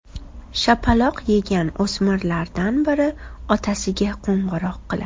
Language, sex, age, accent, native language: Uzbek, female, 25-34, Toshkent shahri, Uzbek